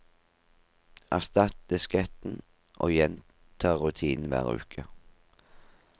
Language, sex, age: Norwegian, male, 38